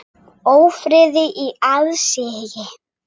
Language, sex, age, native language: Icelandic, female, 8, Icelandic